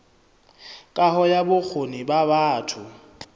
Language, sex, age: Southern Sotho, male, 26